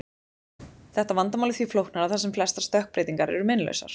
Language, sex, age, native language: Icelandic, female, 20-29, Icelandic